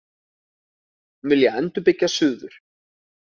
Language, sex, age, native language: Icelandic, male, 30-39, Icelandic